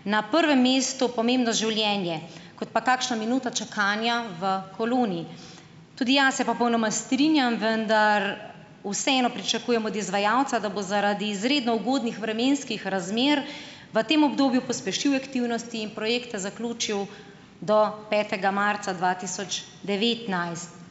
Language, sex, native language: Slovenian, female, Slovenian